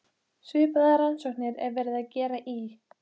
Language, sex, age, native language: Icelandic, female, 15, Icelandic